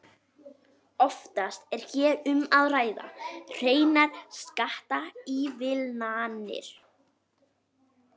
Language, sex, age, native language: Icelandic, female, 11, Icelandic